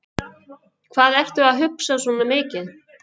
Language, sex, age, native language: Icelandic, female, 11, Icelandic